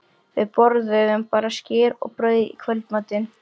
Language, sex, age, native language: Icelandic, female, 13, Icelandic